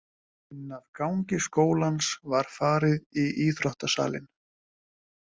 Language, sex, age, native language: Icelandic, male, 20-29, Icelandic